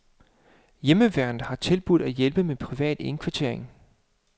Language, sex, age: Danish, male, 35